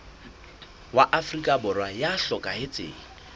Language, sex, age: Southern Sotho, male, 21